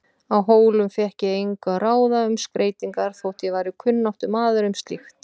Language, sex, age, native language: Icelandic, female, 40-49, Icelandic